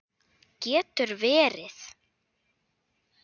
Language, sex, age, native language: Icelandic, female, 8, Icelandic